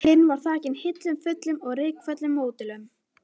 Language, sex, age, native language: Icelandic, other, 11, Icelandic